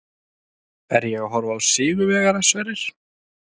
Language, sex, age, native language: Icelandic, male, 30-39, Icelandic